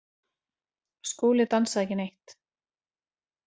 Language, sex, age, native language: Icelandic, female, 40-49, Icelandic